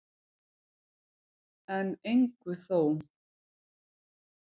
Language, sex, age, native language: Icelandic, female, 50-59, Icelandic